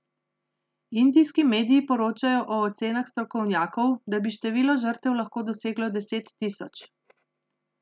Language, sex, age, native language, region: Slovenian, female, 30-49, Slovenian, Central Slovenia